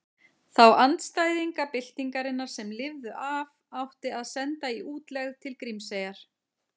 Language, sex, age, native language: Icelandic, female, 40-49, Icelandic